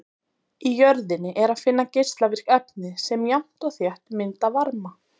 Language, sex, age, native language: Icelandic, female, 30-39, Icelandic